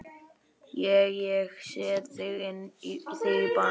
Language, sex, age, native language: Icelandic, male, 11, Icelandic